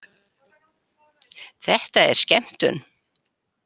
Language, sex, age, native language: Icelandic, female, 70-79, Icelandic